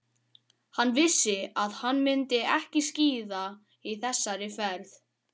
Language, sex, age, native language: Icelandic, male, 12, Icelandic